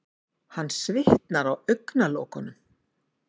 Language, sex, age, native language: Icelandic, female, 50-59, Icelandic